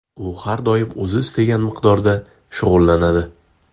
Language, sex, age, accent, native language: Uzbek, male, 18-24, Farg'ona, Uzbek